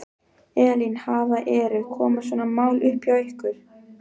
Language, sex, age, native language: Icelandic, female, 12, Icelandic